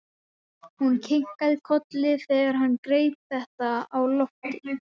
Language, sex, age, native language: Icelandic, male, 14, Icelandic